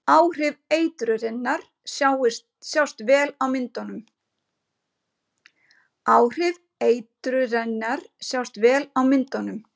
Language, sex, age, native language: Icelandic, female, 50-59, Icelandic